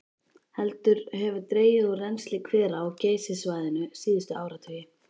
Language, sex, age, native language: Icelandic, female, 13, Icelandic